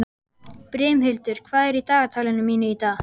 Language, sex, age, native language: Icelandic, male, 12, Icelandic